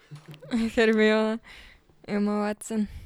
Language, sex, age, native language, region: Slovenian, female, 12-17, Slovenian, Savinja region